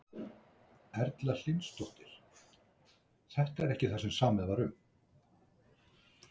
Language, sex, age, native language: Icelandic, male, 60-69, Icelandic